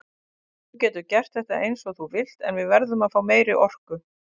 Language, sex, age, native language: Icelandic, female, 50-59, Icelandic